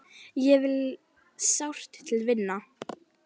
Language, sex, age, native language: Icelandic, female, 11, Icelandic